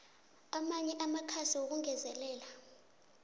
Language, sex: South Ndebele, female